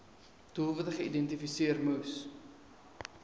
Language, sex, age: Afrikaans, male, 23